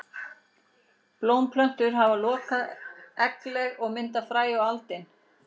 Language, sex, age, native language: Icelandic, female, 40-49, Icelandic